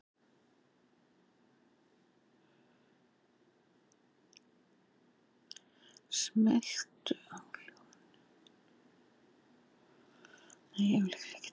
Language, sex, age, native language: Icelandic, female, 70-79, Icelandic